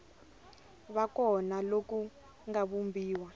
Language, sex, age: Tsonga, female, 22